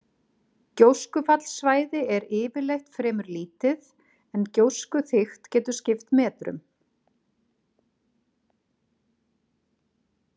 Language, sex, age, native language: Icelandic, female, 40-49, Icelandic